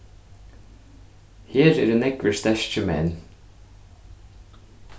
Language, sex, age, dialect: Faroese, male, 15-35, Suðurstreymoy